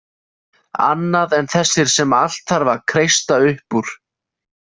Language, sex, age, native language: Icelandic, male, 20-29, Icelandic